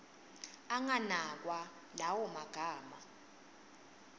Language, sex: Swati, female